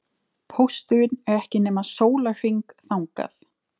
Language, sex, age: Icelandic, female, 20-29